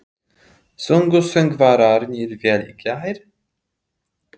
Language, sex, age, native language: Icelandic, male, 30-39, Polish